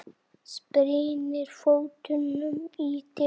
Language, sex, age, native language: Icelandic, male, 7, Icelandic